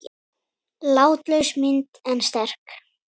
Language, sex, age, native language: Icelandic, female, 10, Icelandic